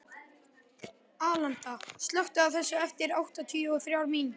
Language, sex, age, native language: Icelandic, male, 11, Icelandic